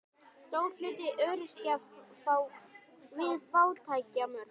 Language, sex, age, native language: Icelandic, female, 60-69, Icelandic